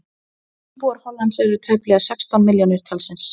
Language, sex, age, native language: Icelandic, female, 40-49, Icelandic